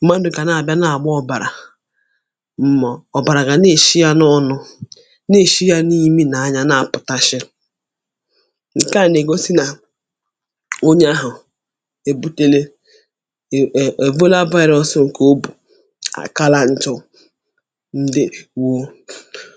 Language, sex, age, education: Igbo, female, 30-45, tertiary